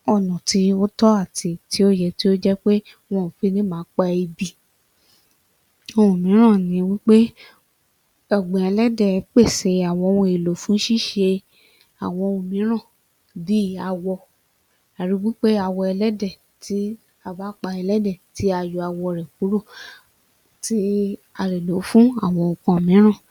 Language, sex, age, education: Yoruba, female, 30-45, tertiary